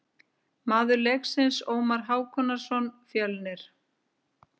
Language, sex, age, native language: Icelandic, female, 50-59, Icelandic